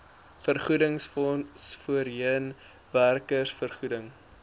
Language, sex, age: Afrikaans, male, 23